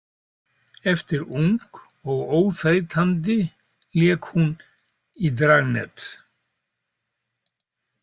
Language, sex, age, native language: Icelandic, male, 70-79, Icelandic